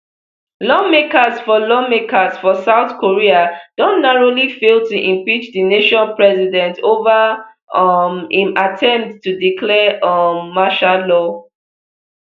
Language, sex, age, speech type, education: Nigerian Pidgin, female, 15-29, spontaneous, tertiary